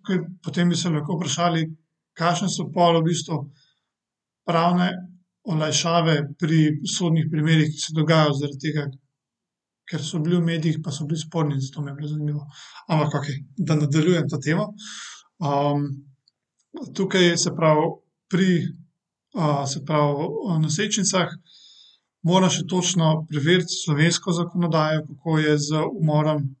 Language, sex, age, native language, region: Slovenian, male, 18-29, Slovenian, Central Slovenia